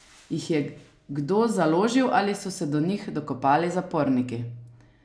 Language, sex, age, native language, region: Slovenian, female, 30-49, Slovenian, Savinja region